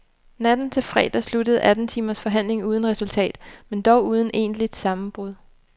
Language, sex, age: Danish, female, 29